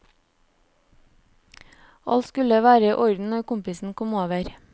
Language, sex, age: Norwegian, female, 29